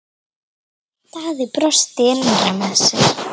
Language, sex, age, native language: Icelandic, female, 9, Icelandic